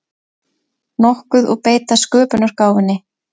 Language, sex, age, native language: Icelandic, female, 20-29, Icelandic